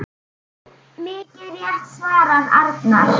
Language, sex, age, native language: Icelandic, female, 10, Icelandic